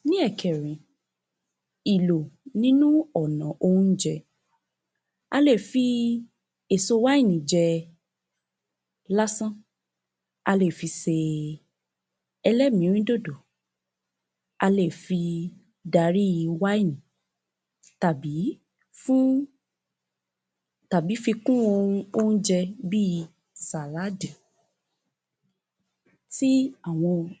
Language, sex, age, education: Yoruba, female, 15-29, tertiary